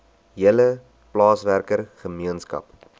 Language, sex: Afrikaans, male